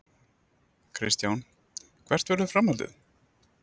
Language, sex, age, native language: Icelandic, male, 30-39, Icelandic